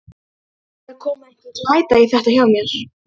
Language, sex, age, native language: Icelandic, female, 12, Icelandic